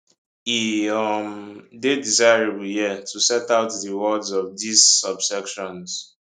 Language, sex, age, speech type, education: Nigerian Pidgin, male, 15-29, spontaneous, secondary